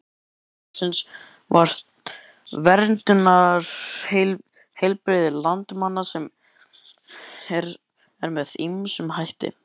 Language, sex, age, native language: Icelandic, male, 11, Icelandic